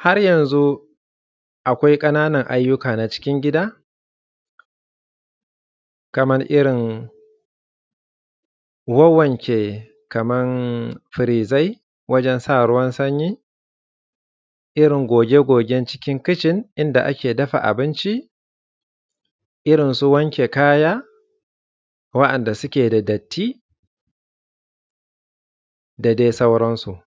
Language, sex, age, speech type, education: Hausa, male, 30-45, spontaneous, secondary